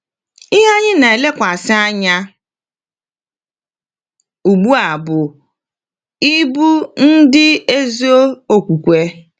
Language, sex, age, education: Igbo, female, 30-45, tertiary